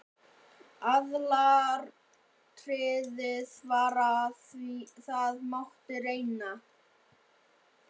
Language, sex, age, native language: Icelandic, male, 11, Icelandic